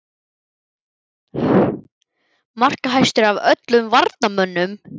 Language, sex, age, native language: Icelandic, male, 11, Icelandic